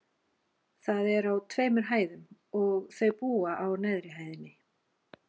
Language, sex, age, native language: Icelandic, female, 40-49, Icelandic